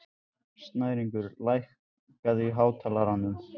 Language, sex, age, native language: Icelandic, male, 14, Icelandic